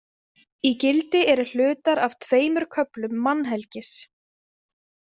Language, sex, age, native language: Icelandic, female, 20-29, Icelandic